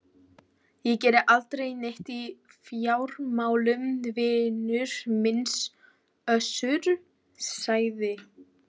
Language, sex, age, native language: Icelandic, female, 12, Icelandic